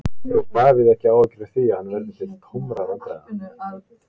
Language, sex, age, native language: Icelandic, male, 20-29, Icelandic